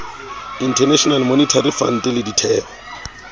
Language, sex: Southern Sotho, male